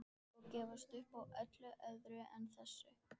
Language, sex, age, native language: Icelandic, female, 14, Icelandic